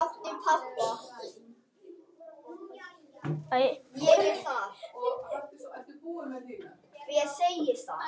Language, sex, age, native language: Icelandic, male, 8, Icelandic